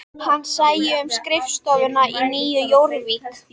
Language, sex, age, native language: Icelandic, female, 13, Icelandic